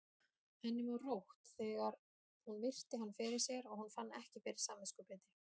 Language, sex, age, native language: Icelandic, female, 30-39, Icelandic